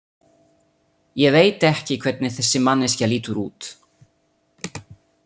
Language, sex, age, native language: Icelandic, male, 30-39, Italian